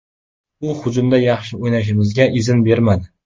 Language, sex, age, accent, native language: Uzbek, male, 18-24, Qoraqalpog'iston, Uzbek